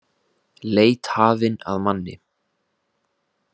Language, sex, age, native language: Icelandic, male, 18-19, Icelandic